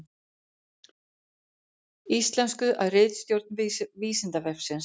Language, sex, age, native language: Icelandic, female, 40-49, Icelandic